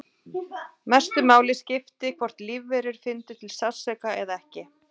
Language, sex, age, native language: Icelandic, female, 40-49, Icelandic